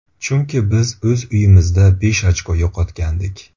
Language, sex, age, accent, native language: Uzbek, male, 25-34, Buxoro, Uzbek